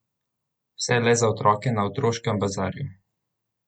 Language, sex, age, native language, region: Slovenian, male, 18-29, Slovenian, Central Slovenia